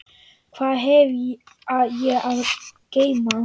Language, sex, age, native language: Icelandic, male, 10, Icelandic